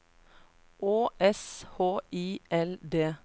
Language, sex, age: Norwegian, female, 33